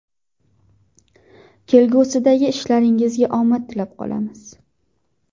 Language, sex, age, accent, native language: Uzbek, female, 19-29, Qashqadaryo, Uzbek